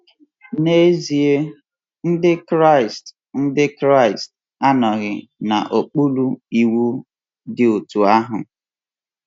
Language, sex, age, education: Igbo, male, 15-29, tertiary